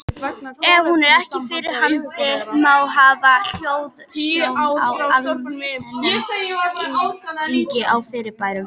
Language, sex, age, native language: Icelandic, female, 18-19, Icelandic